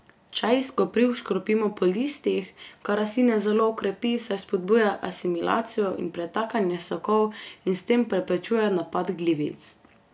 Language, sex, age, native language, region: Slovenian, female, 18-29, Slovenian, Carinthia region